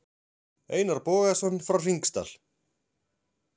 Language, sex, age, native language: Icelandic, male, 40-49, Icelandic